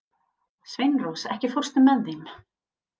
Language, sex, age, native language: Icelandic, female, 30-39, Icelandic